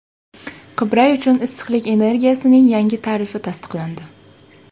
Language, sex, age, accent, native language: Uzbek, female, under 19, Toshkent shahri, Uzbek